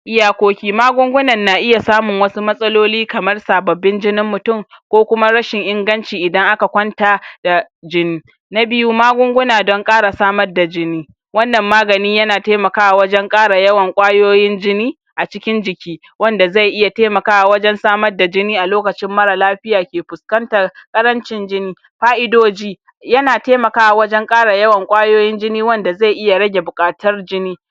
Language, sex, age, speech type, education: Hausa, male, 46-60, spontaneous, tertiary